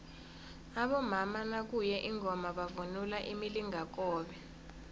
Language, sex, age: South Ndebele, female, 22